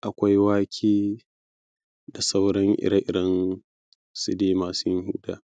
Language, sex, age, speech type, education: Hausa, male, 15-29, spontaneous, primary